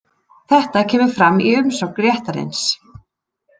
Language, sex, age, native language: Icelandic, female, 30-39, Icelandic